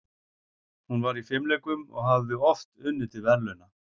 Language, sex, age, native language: Icelandic, male, 40-49, Icelandic